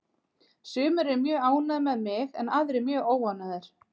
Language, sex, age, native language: Icelandic, female, 30-39, Icelandic